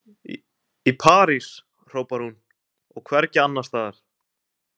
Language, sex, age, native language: Icelandic, male, 20-29, Icelandic